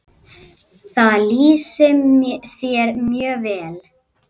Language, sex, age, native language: Icelandic, male, 9, Icelandic